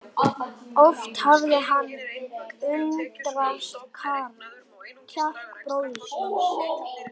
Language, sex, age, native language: Icelandic, male, 11, Icelandic